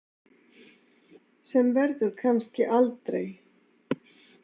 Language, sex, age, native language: Icelandic, female, 60-69, Icelandic